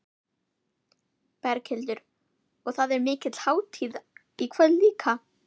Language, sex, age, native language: Icelandic, female, 11, Icelandic